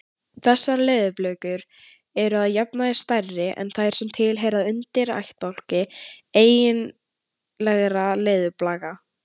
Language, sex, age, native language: Icelandic, female, 18-19, Icelandic